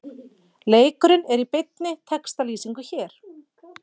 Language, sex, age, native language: Icelandic, female, 40-49, Icelandic